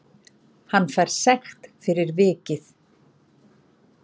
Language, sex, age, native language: Icelandic, female, 40-49, Icelandic